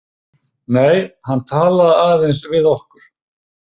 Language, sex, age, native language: Icelandic, male, 30-39, Icelandic